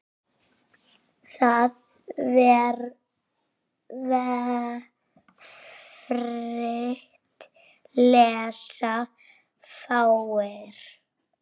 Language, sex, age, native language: Icelandic, female, 6, Icelandic